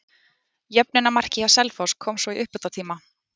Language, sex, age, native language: Icelandic, female, 20-29, Icelandic